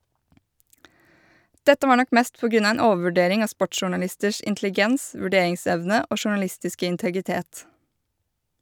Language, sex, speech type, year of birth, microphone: Norwegian, female, read, 1986, Shure